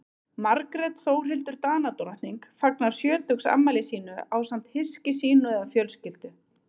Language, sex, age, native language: Icelandic, female, 30-39, Icelandic